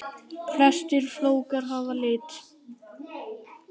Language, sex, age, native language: Icelandic, male, 10, Icelandic